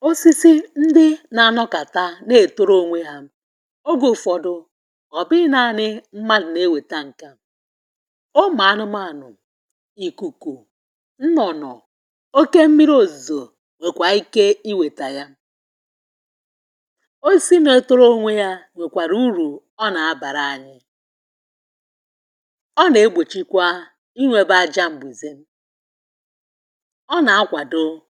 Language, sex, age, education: Igbo, female, 30-45, tertiary